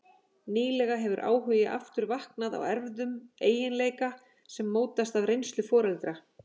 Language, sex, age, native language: Icelandic, female, 40-49, Icelandic